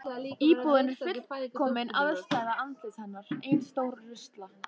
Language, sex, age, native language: Icelandic, female, 13, Icelandic